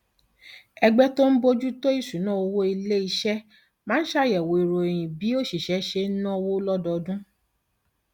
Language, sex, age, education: Yoruba, female, 30-45, tertiary